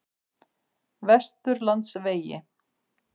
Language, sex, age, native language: Icelandic, female, 50-59, Icelandic